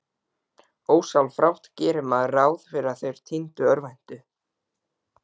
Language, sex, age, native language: Icelandic, male, 12, Icelandic